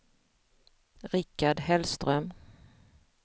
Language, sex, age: Swedish, female, 45